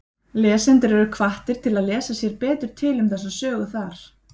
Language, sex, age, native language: Icelandic, female, 30-39, Icelandic